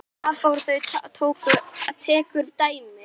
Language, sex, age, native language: Icelandic, female, 10, Icelandic